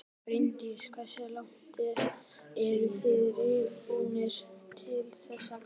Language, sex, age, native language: Icelandic, male, 12, Icelandic